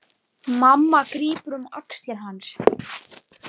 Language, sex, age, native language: Icelandic, male, 9, Icelandic